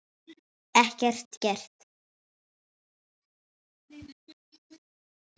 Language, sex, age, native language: Icelandic, female, 6, Icelandic